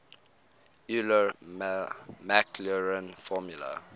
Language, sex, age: English, male, 18